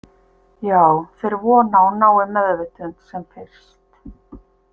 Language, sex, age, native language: Icelandic, female, 50-59, Icelandic